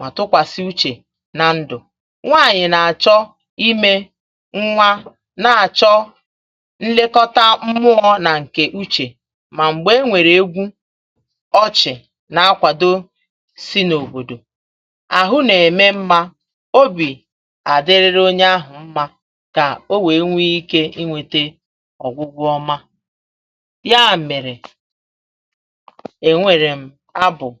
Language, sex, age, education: Igbo, female, 30-45, tertiary